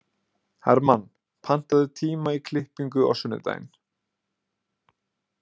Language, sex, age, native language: Icelandic, male, 20-29, Icelandic